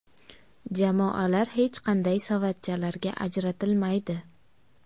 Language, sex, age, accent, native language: Uzbek, female, 19-29, Qashqadaryo, Uzbek